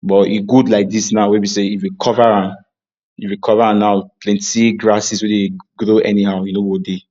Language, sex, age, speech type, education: Nigerian Pidgin, male, 46-60, spontaneous, tertiary